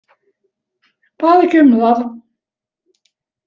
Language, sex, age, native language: Icelandic, female, 70-79, Icelandic